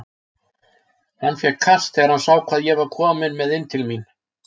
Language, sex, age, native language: Icelandic, male, 60-69, Icelandic